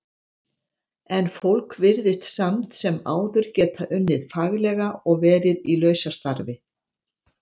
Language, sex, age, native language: Icelandic, female, 70-79, Icelandic